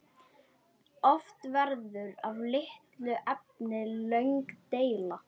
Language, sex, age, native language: Icelandic, female, 21, Icelandic